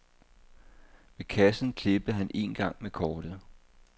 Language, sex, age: Danish, male, 58